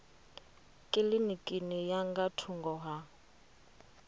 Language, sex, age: Venda, female, 30